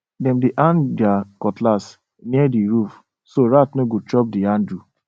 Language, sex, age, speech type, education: Nigerian Pidgin, male, 15-29, spontaneous, secondary